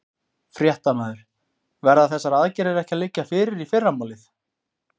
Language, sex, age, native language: Icelandic, male, 20-29, Icelandic